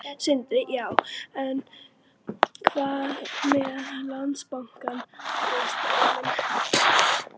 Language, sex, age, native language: Icelandic, female, 11, Icelandic